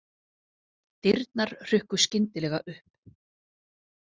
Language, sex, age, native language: Icelandic, female, 40-49, Icelandic